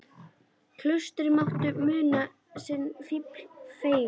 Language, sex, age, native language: Icelandic, female, 11, Icelandic